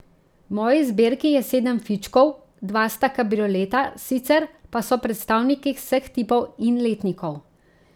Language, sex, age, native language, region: Slovenian, female, 30-49, Slovenian, Central Slovenia